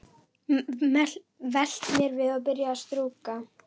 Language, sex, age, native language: Icelandic, female, 11, Icelandic